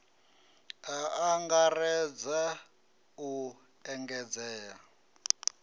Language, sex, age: Venda, male, 33